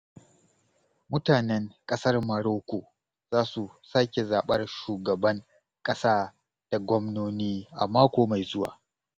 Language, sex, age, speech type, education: Hausa, male, 30-45, spontaneous, tertiary